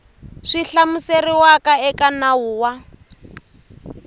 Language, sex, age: Tsonga, female, 23